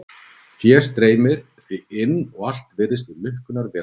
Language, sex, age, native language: Icelandic, male, 40-49, Icelandic